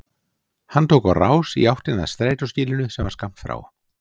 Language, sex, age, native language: Icelandic, male, 60-69, Icelandic